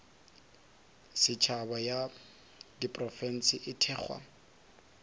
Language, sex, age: Northern Sotho, male, 23